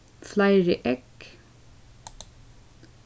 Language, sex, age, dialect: Faroese, female, 15-35, Suðurstreymoy